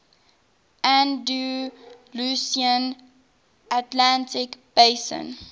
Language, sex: English, female